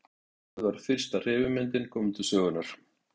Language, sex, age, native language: Icelandic, male, 60-69, Icelandic